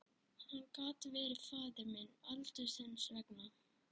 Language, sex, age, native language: Icelandic, male, 11, Icelandic